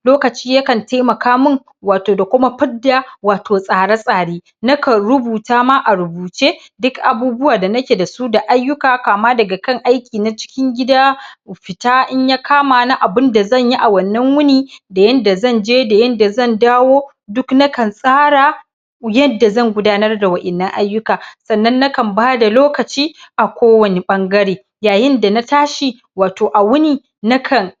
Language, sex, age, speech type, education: Hausa, male, 15-29, spontaneous, primary